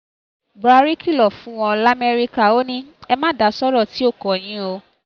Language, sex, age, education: Yoruba, female, 15-29, tertiary